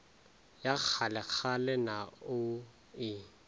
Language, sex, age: Northern Sotho, male, 20